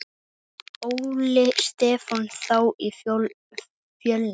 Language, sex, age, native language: Icelandic, male, 8, Icelandic